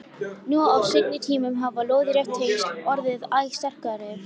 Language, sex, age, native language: Icelandic, female, 13, Icelandic